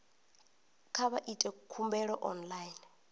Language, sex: Venda, female